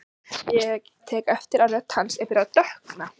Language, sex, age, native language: Icelandic, female, 15, Icelandic